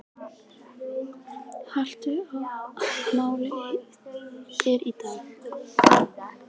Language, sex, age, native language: Icelandic, female, 11, Icelandic